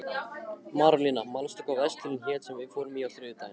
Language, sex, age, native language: Icelandic, male, 15, Icelandic